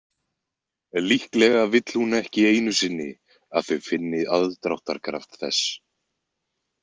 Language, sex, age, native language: Icelandic, male, 20-29, Icelandic